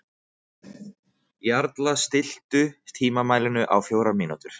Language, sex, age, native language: Icelandic, male, 20-29, Icelandic